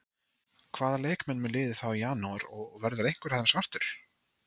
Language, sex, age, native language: Icelandic, male, 30-39, Icelandic